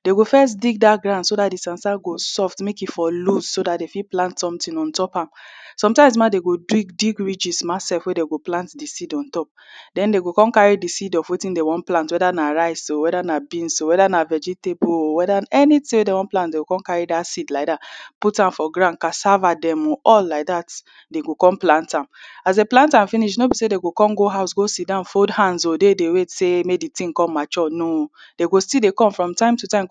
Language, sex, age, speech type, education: Nigerian Pidgin, female, 30-45, spontaneous, tertiary